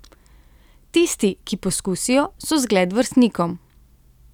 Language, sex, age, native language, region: Slovenian, female, 30-49, Slovenian, Central Slovenia